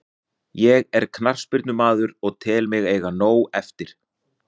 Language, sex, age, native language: Icelandic, male, 40-49, Icelandic